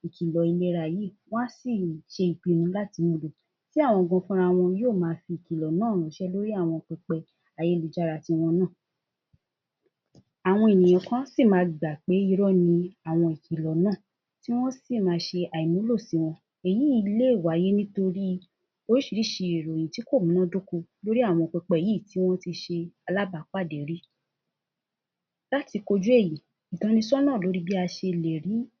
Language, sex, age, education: Yoruba, female, 15-29, tertiary